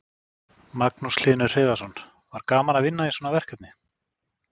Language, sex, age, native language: Icelandic, male, 40-49, Icelandic